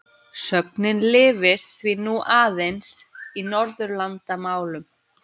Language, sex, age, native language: Icelandic, female, 20-29, Icelandic